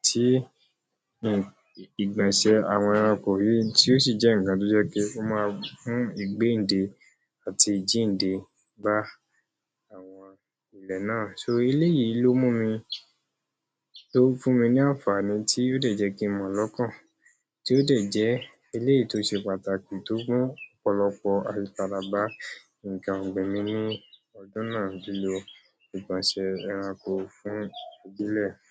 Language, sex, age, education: Yoruba, male, 46-60, tertiary